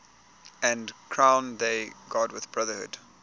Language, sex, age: English, male, 20